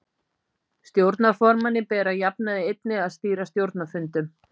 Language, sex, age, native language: Icelandic, female, 50-59, Icelandic